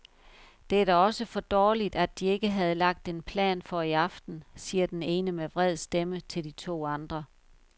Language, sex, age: Danish, female, 51